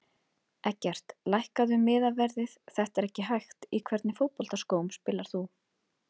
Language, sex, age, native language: Icelandic, female, 30-39, Icelandic